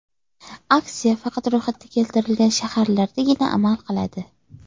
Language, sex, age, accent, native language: Uzbek, female, 18-24, Toshkent viloyati, Uzbek